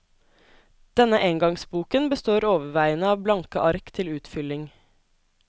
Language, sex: Norwegian, female